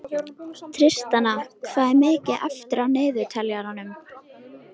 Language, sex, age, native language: Icelandic, female, 13, Icelandic